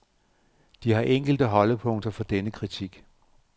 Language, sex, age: Danish, male, 58